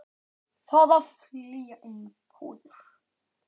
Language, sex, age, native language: Icelandic, male, 8, Icelandic